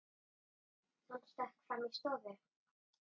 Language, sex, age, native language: Icelandic, female, 8, Icelandic